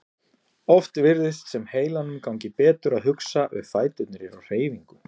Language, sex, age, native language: Icelandic, male, 40-49, Icelandic